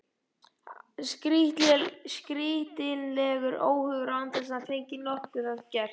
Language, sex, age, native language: Icelandic, male, 12, Icelandic